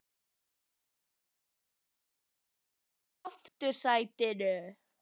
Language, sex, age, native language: Icelandic, other, 11, Icelandic